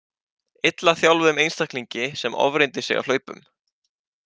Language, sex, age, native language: Icelandic, male, 18-19, Icelandic